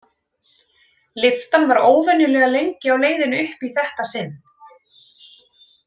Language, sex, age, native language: Icelandic, female, 30-39, Icelandic